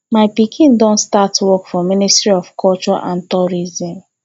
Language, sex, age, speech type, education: Nigerian Pidgin, female, 15-29, spontaneous, tertiary